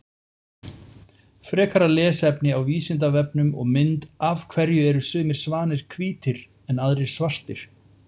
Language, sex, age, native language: Icelandic, male, 40-49, Icelandic